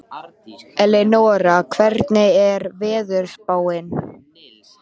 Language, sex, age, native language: Icelandic, male, 13, Icelandic